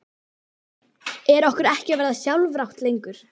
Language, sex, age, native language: Icelandic, female, 12, Icelandic